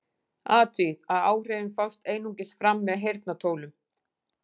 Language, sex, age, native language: Icelandic, female, 40-49, Icelandic